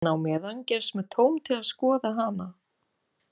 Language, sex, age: Icelandic, female, 40-49